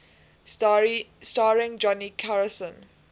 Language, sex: English, female